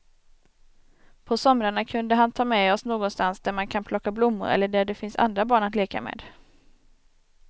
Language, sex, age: Swedish, female, 27